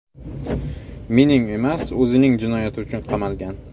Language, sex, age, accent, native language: Uzbek, male, 25-34, Xorazm, Uzbek